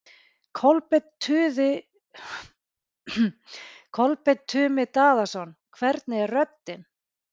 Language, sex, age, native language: Icelandic, female, 40-49, Icelandic